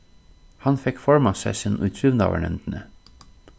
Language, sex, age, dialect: Faroese, male, 36-60, Suðurstreymoy